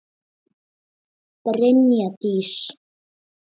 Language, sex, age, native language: Icelandic, male, 7, Icelandic